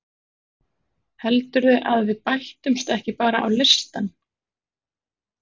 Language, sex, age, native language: Icelandic, male, 40-49, Icelandic